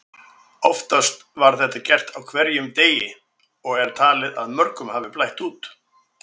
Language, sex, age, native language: Icelandic, male, 60-69, Icelandic